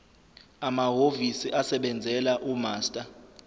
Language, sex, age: Zulu, male, 25